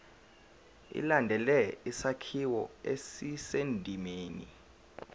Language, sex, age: Zulu, male, 19